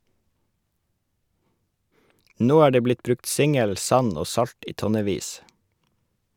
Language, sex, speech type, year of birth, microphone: Norwegian, male, read, 1981, Shure